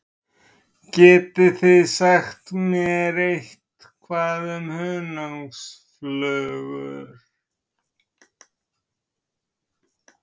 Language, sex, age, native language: Icelandic, male, 30-39, Icelandic